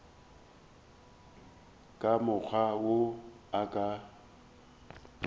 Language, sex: Northern Sotho, male